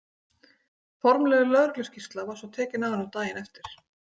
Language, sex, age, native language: Icelandic, female, 40-49, Icelandic